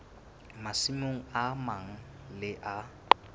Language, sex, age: Southern Sotho, male, 22